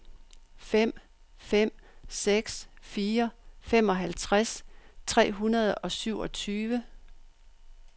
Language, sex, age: Danish, female, 62